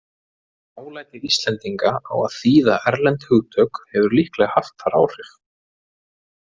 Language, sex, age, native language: Icelandic, male, 30-39, Icelandic